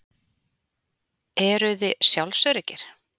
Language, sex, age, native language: Icelandic, female, 40-49, Icelandic